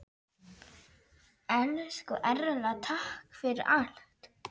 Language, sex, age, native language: Icelandic, male, 9, Polish